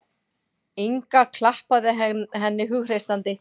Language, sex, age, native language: Icelandic, female, 40-49, Icelandic